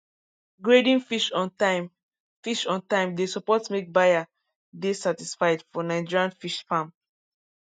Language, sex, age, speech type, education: Nigerian Pidgin, female, 15-29, spontaneous, tertiary